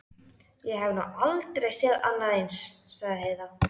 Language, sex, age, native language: Icelandic, female, 13, Icelandic